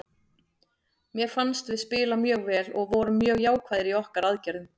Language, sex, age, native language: Icelandic, female, 40-49, Icelandic